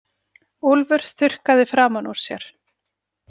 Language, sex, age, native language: Icelandic, female, 40-49, Icelandic